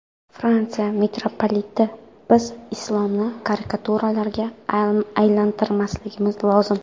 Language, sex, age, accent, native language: Uzbek, female, 19-29, Qoraqalpog'iston, Karakalpak